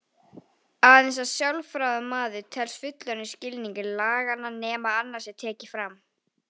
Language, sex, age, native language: Icelandic, female, 18-19, Icelandic